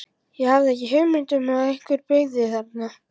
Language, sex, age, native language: Icelandic, male, 11, Icelandic